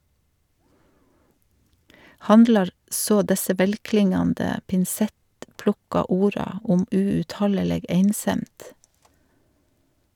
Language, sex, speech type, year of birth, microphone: Norwegian, female, read, 1952, Shure